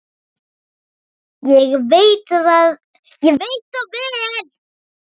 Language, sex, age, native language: Icelandic, male, 7, Icelandic